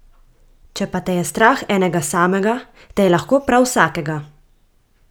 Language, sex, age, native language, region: Slovenian, female, 18-29, Slovenian, Gorica region